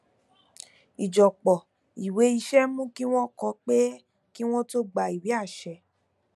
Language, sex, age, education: Yoruba, female, 15-29, tertiary